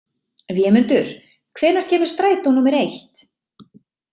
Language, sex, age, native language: Icelandic, female, 30-39, Icelandic